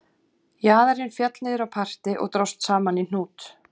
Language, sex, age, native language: Icelandic, female, 40-49, Icelandic